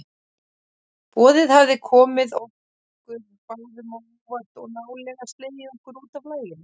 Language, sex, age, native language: Icelandic, female, 30-39, Icelandic